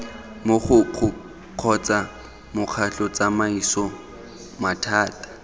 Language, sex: Tswana, male